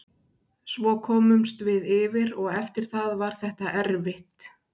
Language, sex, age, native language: Icelandic, female, 60-69, Icelandic